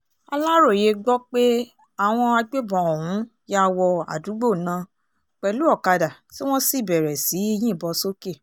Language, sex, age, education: Yoruba, female, 15-29, tertiary